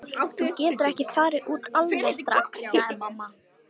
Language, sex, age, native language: Icelandic, female, 13, Icelandic